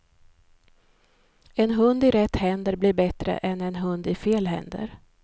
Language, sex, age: Swedish, female, 53